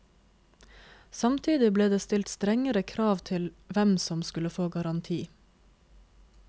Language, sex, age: Norwegian, female, 26